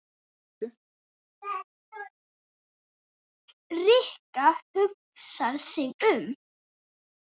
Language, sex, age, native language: Icelandic, male, 8, Icelandic